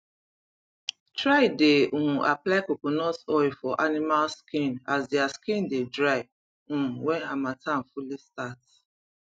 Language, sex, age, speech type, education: Nigerian Pidgin, female, 30-45, spontaneous, tertiary